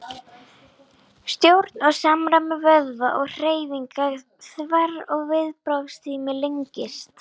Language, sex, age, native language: Icelandic, female, 11, Icelandic